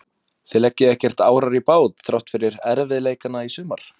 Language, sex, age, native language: Icelandic, male, 20-29, Icelandic